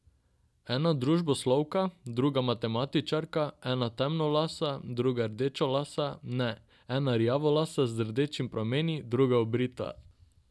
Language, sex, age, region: Slovenian, male, 18-29, Drava region